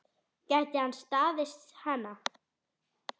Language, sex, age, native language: Icelandic, female, 10, Icelandic